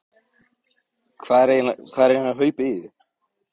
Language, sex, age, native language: Icelandic, male, 15, Icelandic